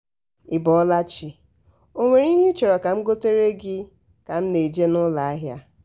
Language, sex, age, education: Igbo, female, 30-45, tertiary